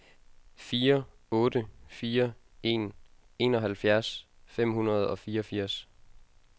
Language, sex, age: Danish, male, 22